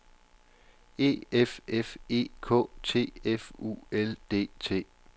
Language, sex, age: Danish, male, 29